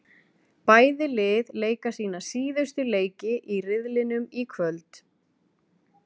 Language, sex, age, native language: Icelandic, female, 40-49, Icelandic